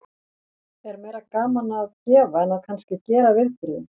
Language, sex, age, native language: Icelandic, female, 40-49, Icelandic